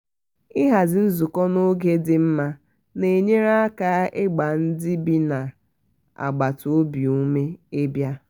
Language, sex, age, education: Igbo, female, 30-45, tertiary